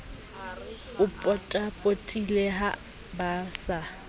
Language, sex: Southern Sotho, female